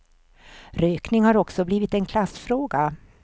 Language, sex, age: Swedish, female, 64